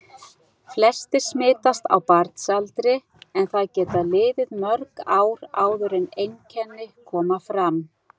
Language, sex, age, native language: Icelandic, female, 60-69, Icelandic